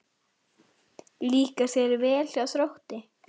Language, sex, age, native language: Icelandic, female, 10, Icelandic